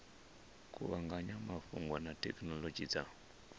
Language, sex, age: Venda, male, 34